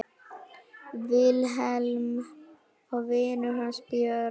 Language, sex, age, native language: Icelandic, female, 9, Icelandic